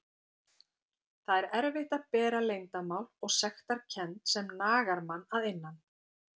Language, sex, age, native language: Icelandic, female, 50-59, Icelandic